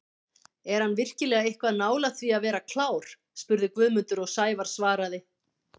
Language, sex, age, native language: Icelandic, female, 50-59, Icelandic